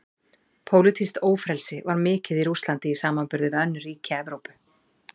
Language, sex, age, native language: Icelandic, female, 40-49, Icelandic